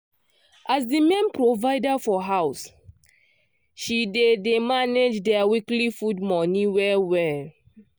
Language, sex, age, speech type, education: Nigerian Pidgin, female, 15-29, spontaneous, tertiary